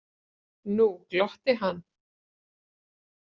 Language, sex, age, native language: Icelandic, female, 40-49, Icelandic